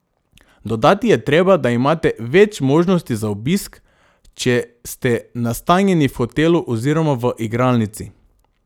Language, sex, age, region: Slovenian, male, 18-29, Drava region